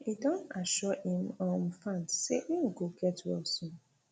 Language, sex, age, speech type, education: Nigerian Pidgin, female, 30-45, spontaneous, tertiary